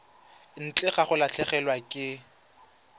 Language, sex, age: Tswana, male, 20